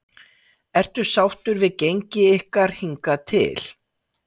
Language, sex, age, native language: Icelandic, female, 60-69, Icelandic